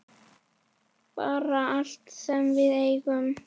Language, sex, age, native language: Icelandic, female, 10, Icelandic